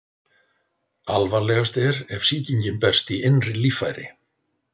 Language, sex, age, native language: Icelandic, male, 60-69, Icelandic